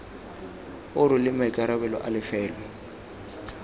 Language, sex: Tswana, male